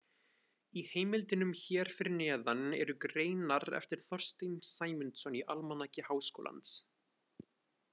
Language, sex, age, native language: Icelandic, male, 20-29, Icelandic